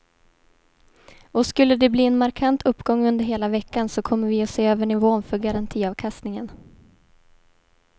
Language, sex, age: Swedish, female, 18